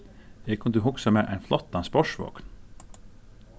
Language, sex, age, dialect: Faroese, male, 36-60, Suðurstreymoy